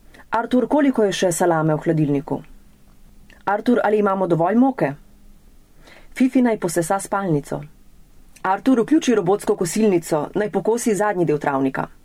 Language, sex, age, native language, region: Slovenian, female, 30-49, Slovenian, Central Slovenia